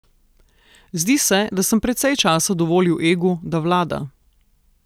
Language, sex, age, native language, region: Slovenian, female, 30-49, Slovenian, Southeast Slovenia